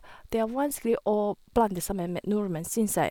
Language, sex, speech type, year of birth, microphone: Norwegian, female, spontaneous, 1978, Sennheiser